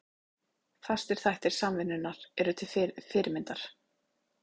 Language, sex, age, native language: Icelandic, female, 30-39, Icelandic